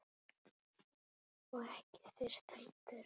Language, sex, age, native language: Icelandic, female, 8, Icelandic